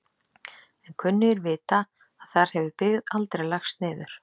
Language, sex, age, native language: Icelandic, female, 30-39, Icelandic